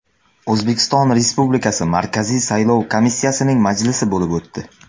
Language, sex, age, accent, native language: Uzbek, male, under 19, Samarqand, Uzbek